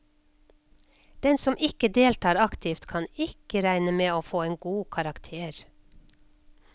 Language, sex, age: Norwegian, female, 56